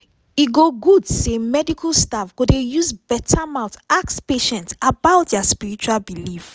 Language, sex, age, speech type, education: Nigerian Pidgin, female, 30-45, spontaneous, tertiary